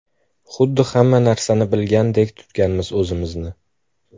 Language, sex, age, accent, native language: Uzbek, male, under 19, Farg'ona, Uzbek